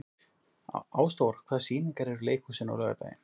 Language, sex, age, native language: Icelandic, male, 40-49, Icelandic